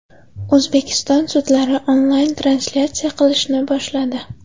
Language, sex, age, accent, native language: Uzbek, female, 18-24, Samarqand, Uzbek